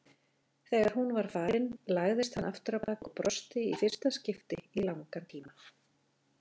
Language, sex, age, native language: Icelandic, female, 40-49, Icelandic